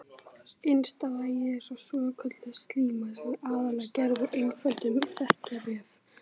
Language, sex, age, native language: Icelandic, male, 18-19, Icelandic